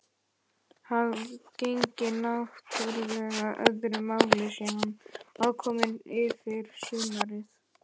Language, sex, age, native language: Icelandic, male, 11, Icelandic